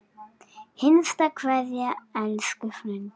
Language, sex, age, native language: Icelandic, female, 7, Icelandic